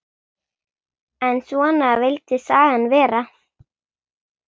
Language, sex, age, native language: Icelandic, female, 8, Icelandic